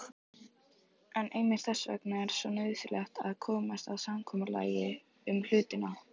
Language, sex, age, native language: Icelandic, female, 18-19, Icelandic